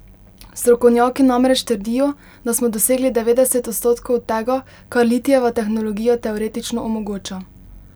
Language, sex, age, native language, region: Slovenian, female, 18-29, Slovenian, Pomurje region